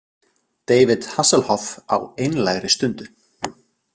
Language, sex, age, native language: Icelandic, other, 40-49, Icelandic